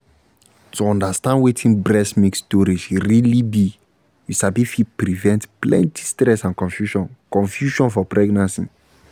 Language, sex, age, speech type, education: Nigerian Pidgin, male, 15-29, spontaneous, tertiary